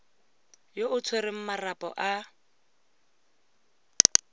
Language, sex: Tswana, female